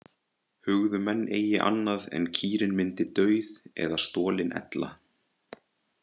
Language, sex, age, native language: Icelandic, male, 20-29, Icelandic